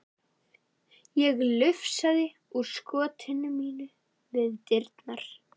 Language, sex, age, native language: Icelandic, female, 11, Icelandic